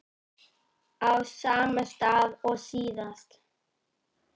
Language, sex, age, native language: Icelandic, female, 9, Icelandic